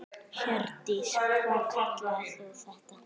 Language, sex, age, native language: Icelandic, female, 9, Icelandic